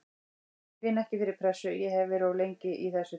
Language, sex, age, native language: Icelandic, female, 18-19, Icelandic